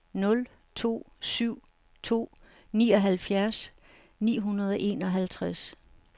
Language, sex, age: Danish, female, 69